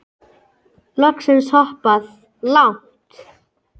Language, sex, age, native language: Icelandic, male, 10, Icelandic